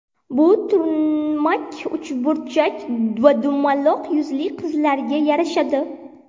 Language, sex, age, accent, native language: Uzbek, female, 18-24, Navoiy, Uzbek